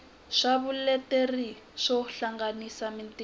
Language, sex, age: Tsonga, female, 20